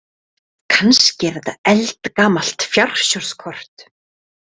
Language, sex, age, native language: Icelandic, female, 30-39, Icelandic